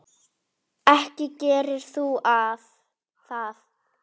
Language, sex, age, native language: Icelandic, female, 10, Icelandic